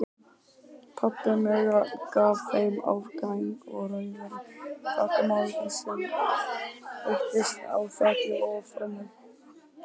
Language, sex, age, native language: Icelandic, male, 18-19, Icelandic